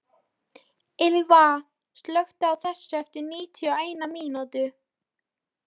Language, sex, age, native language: Icelandic, female, 13, Polish